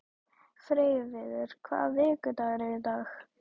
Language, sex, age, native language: Icelandic, female, 12, Icelandic